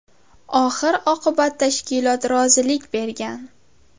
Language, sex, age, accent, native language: Uzbek, female, under 19, Navoiy, Uzbek